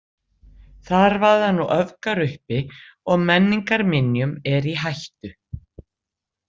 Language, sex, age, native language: Icelandic, female, 60-69, Icelandic